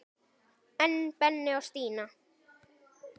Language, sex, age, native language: Icelandic, female, 10, Icelandic